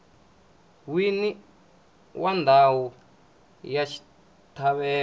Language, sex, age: Tsonga, male, 20